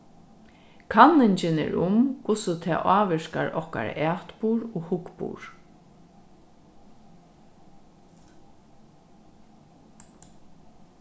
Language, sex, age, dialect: Faroese, female, 36-60, Norðurstreymoy/Eysturoy